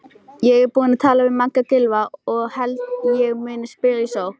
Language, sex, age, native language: Icelandic, female, 18-19, Icelandic